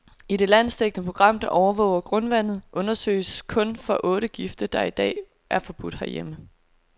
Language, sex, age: Danish, female, 22